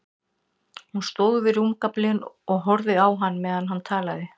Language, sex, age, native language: Icelandic, female, 60-69, Icelandic